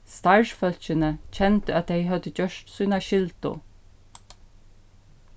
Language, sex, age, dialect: Faroese, female, 36-60, Suðurstreymoy